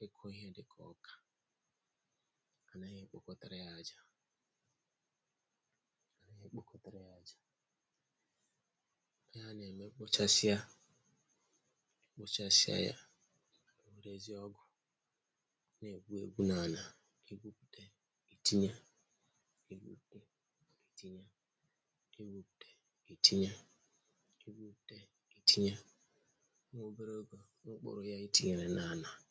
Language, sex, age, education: Igbo, male, 46-60, tertiary